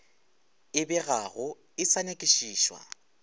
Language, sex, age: Northern Sotho, male, 24